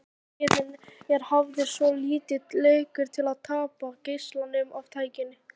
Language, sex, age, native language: Icelandic, female, 18-19, Icelandic